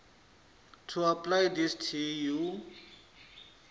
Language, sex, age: Venda, male, 34